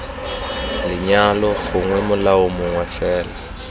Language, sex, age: Tswana, male, 23